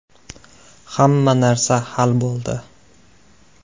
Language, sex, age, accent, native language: Uzbek, male, 19-29, Andijon, Uzbek